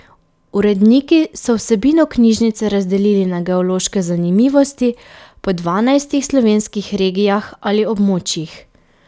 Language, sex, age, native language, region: Slovenian, female, 18-29, Slovenian, Pomurje region